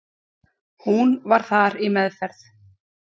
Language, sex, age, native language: Icelandic, female, 40-49, Icelandic